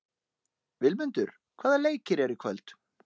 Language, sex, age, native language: Icelandic, male, 30-39, Icelandic